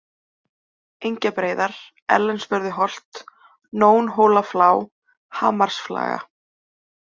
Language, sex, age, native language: Icelandic, male, 20-29, Icelandic